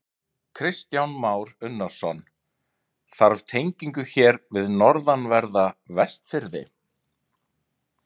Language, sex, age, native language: Icelandic, male, 30-39, Icelandic